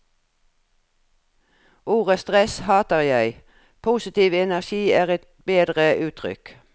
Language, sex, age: Norwegian, female, 57